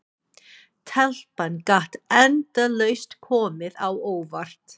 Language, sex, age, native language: Icelandic, female, 40-49, English